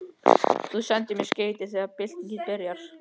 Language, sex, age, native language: Icelandic, male, 13, Icelandic